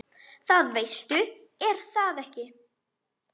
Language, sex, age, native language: Icelandic, female, 10, Icelandic